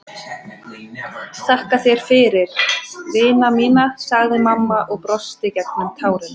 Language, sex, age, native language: Icelandic, female, 20-29, Icelandic